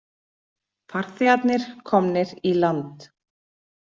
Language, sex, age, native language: Icelandic, female, 40-49, Icelandic